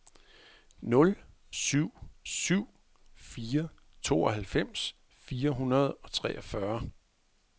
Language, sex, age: Danish, male, 41